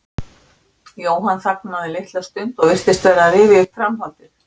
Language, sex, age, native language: Icelandic, female, 60-69, Icelandic